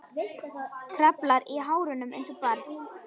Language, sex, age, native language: Icelandic, female, 10, Icelandic